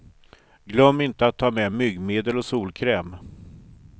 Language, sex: Swedish, male